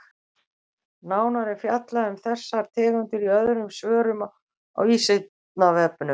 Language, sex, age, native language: Icelandic, female, 60-69, Icelandic